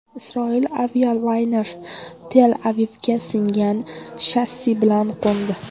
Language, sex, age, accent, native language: Uzbek, female, 18-24, Toshkent viloyati, Uzbek